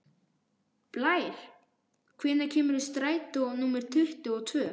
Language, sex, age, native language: Icelandic, male, 12, Icelandic